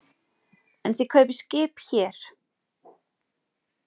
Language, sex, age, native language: Icelandic, female, 40-49, Icelandic